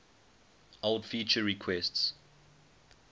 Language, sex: English, male